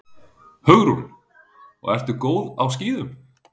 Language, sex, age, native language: Icelandic, male, 30-39, Icelandic